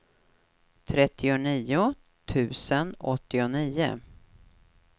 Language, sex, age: Swedish, female, 43